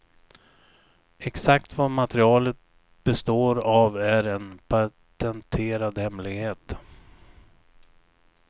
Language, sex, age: Swedish, male, 59